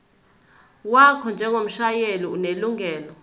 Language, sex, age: Zulu, female, 21